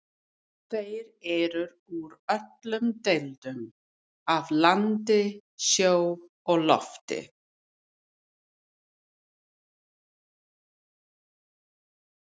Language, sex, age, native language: Icelandic, female, 50-59, English